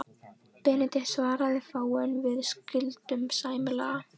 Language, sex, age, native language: Icelandic, female, 14, Icelandic